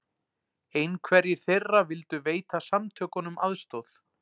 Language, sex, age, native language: Icelandic, male, 40-49, Icelandic